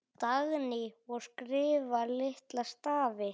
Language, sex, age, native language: Icelandic, male, 9, Icelandic